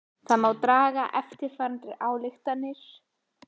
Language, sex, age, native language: Icelandic, female, 18-19, Icelandic